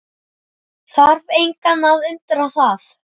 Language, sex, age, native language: Icelandic, male, 9, Icelandic